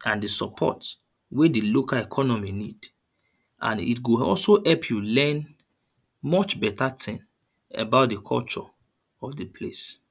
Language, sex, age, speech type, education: Nigerian Pidgin, male, 30-45, spontaneous, tertiary